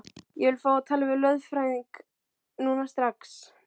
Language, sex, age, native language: Icelandic, male, 12, Icelandic